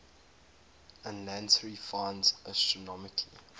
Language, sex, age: English, male, 22